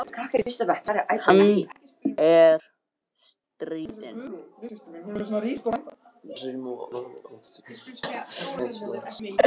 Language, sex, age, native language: Icelandic, other, 60-69, Icelandic